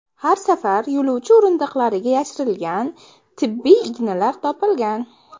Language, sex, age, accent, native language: Uzbek, female, under 19, Namangan, Uzbek